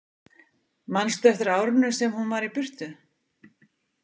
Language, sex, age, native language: Icelandic, female, 50-59, Icelandic